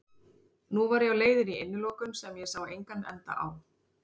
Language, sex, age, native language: Icelandic, female, 30-39, Icelandic